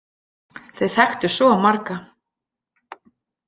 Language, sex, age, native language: Icelandic, female, 40-49, Icelandic